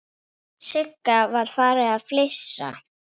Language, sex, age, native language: Icelandic, female, 9, Icelandic